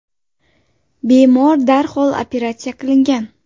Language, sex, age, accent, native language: Uzbek, female, 18-24, Xorazm, Uzbek